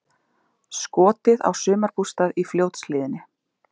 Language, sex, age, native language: Icelandic, female, 30-39, Icelandic